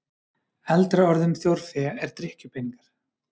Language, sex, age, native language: Icelandic, male, 30-39, Icelandic